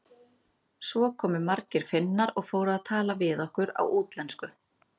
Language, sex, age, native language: Icelandic, female, 30-39, Icelandic